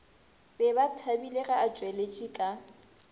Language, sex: Northern Sotho, female